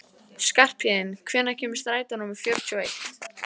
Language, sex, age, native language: Icelandic, female, 15, Icelandic